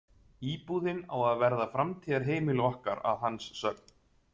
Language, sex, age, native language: Icelandic, male, 30-39, Icelandic